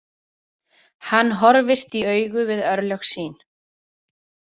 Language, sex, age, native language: Icelandic, female, 30-39, Icelandic